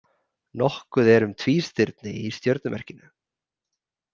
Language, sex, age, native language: Icelandic, male, 30-39, Icelandic